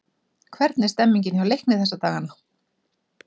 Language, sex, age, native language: Icelandic, female, 40-49, Icelandic